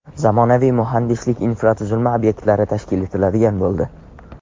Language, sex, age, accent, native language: Uzbek, male, under 19, Andijon, Tajik